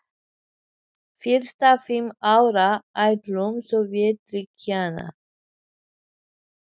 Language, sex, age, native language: Icelandic, female, 30-39, Icelandic